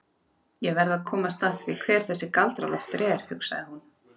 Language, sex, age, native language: Icelandic, female, 30-39, Icelandic